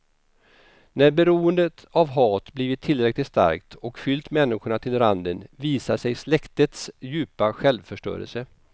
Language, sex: Swedish, male